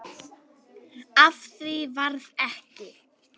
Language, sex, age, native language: Icelandic, female, 9, Icelandic